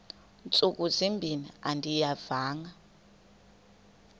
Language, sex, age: Xhosa, female, 21